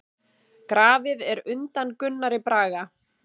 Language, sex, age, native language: Icelandic, female, 7, Icelandic